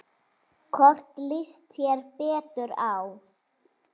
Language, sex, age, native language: Icelandic, female, 7, Icelandic